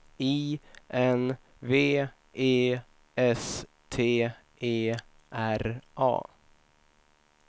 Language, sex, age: Swedish, male, 25